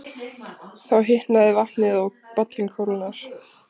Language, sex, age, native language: Icelandic, female, 20-29, Icelandic